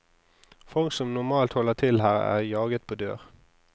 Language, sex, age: Norwegian, male, 26